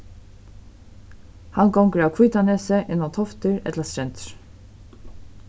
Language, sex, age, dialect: Faroese, female, 36-60, Suðurstreymoy